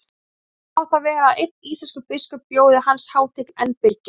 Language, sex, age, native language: Icelandic, female, 20-29, Icelandic